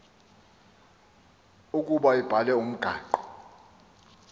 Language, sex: Xhosa, male